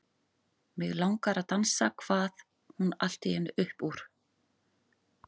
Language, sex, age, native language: Icelandic, female, 40-49, Icelandic